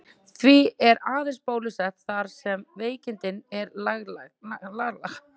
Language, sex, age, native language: Icelandic, female, 30-39, Icelandic